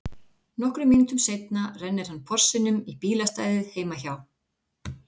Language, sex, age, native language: Icelandic, female, 40-49, Icelandic